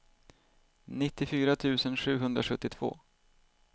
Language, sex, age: Swedish, male, 38